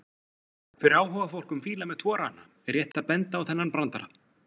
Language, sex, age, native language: Icelandic, male, 40-49, Icelandic